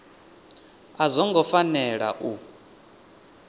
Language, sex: Venda, male